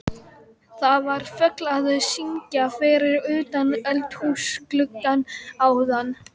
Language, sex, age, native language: Icelandic, female, 12, Icelandic